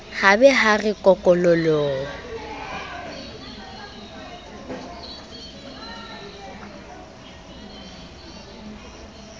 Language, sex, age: Southern Sotho, female, 22